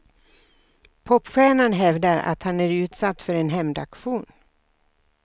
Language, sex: Swedish, female